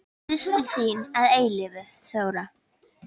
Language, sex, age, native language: Icelandic, female, 10, Icelandic